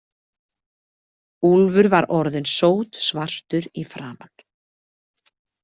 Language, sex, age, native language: Icelandic, female, 30-39, Icelandic